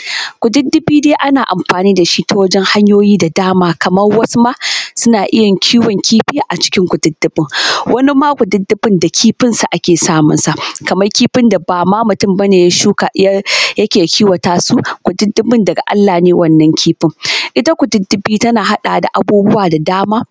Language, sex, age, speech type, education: Hausa, female, 15-29, spontaneous, tertiary